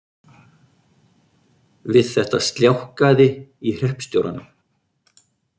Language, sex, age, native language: Icelandic, male, 50-59, Icelandic